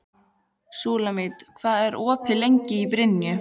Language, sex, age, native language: Icelandic, female, 15, Icelandic